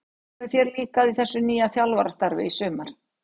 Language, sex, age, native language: Icelandic, female, 60-69, Icelandic